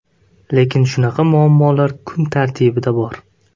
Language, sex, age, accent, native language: Uzbek, male, 18-24, Namangan, Uzbek